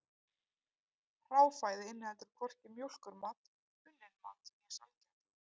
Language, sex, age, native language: Icelandic, female, 30-39, Icelandic